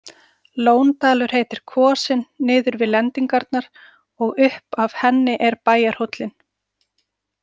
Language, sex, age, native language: Icelandic, female, 40-49, Icelandic